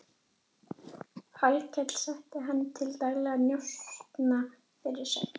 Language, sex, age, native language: Icelandic, female, 11, Icelandic